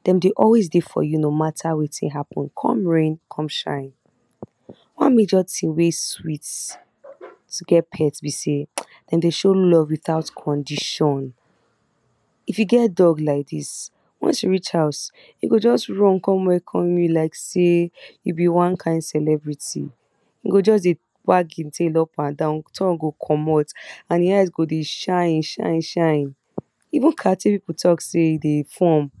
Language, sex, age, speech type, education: Nigerian Pidgin, female, 46-60, spontaneous, tertiary